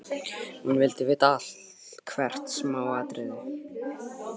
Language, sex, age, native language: Icelandic, male, 12, Icelandic